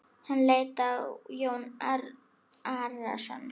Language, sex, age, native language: Icelandic, female, 9, Icelandic